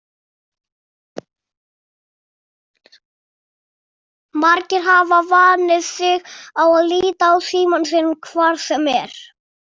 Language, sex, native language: Icelandic, male, Icelandic